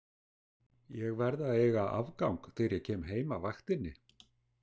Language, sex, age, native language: Icelandic, male, 60-69, Icelandic